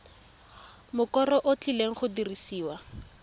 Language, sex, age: Tswana, female, 23